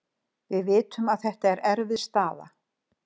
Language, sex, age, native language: Icelandic, female, 60-69, Icelandic